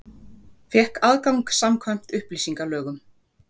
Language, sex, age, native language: Icelandic, female, 40-49, Icelandic